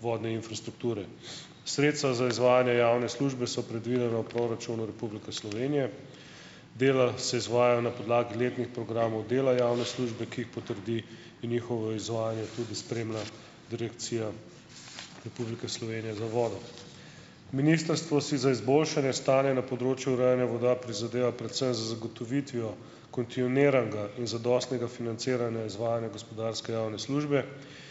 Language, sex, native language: Slovenian, male, Slovenian